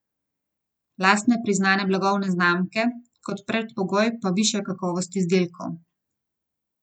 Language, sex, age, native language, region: Slovenian, female, 30-49, Slovenian, Gorenjska region